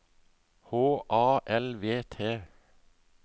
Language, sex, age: Norwegian, male, 57